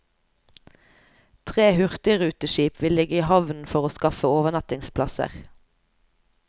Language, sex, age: Norwegian, female, 29